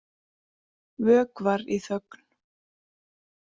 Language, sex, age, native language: Icelandic, female, 40-49, Icelandic